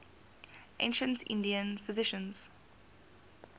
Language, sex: English, female